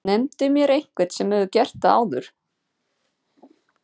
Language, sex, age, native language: Icelandic, female, 50-59, Icelandic